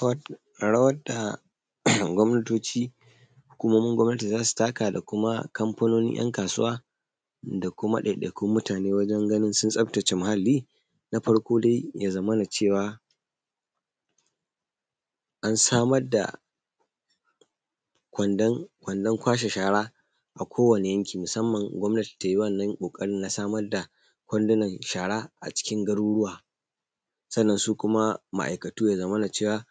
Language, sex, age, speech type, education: Hausa, male, 30-45, spontaneous, secondary